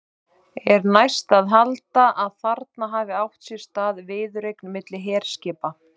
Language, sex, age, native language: Icelandic, male, 30-39, Icelandic